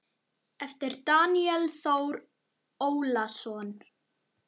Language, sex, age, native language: Icelandic, male, 9, Icelandic